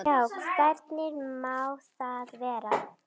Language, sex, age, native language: Icelandic, female, 12, Icelandic